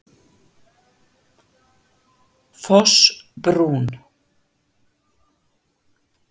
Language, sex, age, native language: Icelandic, female, 60-69, Icelandic